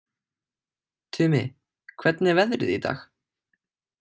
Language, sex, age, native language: Icelandic, male, 18-19, Icelandic